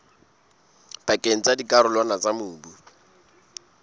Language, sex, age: Southern Sotho, male, 22